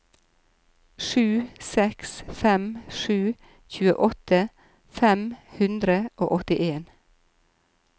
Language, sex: Norwegian, female